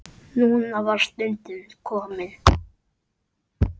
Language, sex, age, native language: Icelandic, male, 8, Icelandic